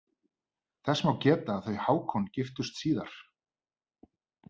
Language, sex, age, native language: Icelandic, male, 30-39, Icelandic